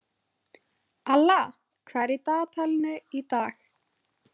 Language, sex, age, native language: Icelandic, female, 20-29, Icelandic